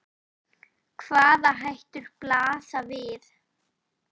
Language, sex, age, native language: Icelandic, female, 9, Icelandic